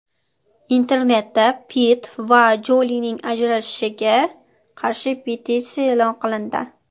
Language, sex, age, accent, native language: Uzbek, female, under 19, Toshkent shahri, Uzbek